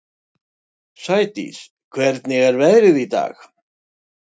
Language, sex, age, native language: Icelandic, male, 60-69, Icelandic